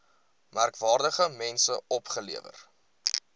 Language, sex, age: Afrikaans, male, 20